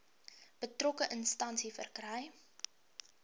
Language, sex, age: Afrikaans, female, 23